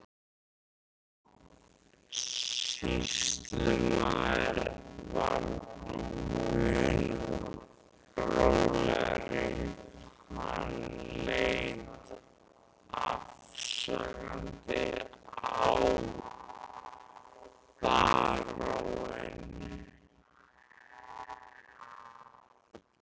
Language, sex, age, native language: Icelandic, male, 13, Icelandic